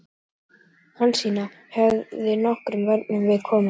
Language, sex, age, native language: Icelandic, male, 11, Icelandic